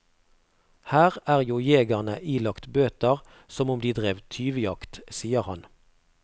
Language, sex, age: Norwegian, male, 48